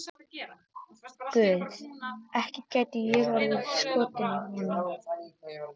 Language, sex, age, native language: Icelandic, male, 13, Icelandic